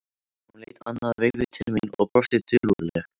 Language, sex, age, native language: Icelandic, male, 13, Icelandic